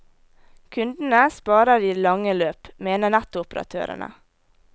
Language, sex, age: Norwegian, female, 18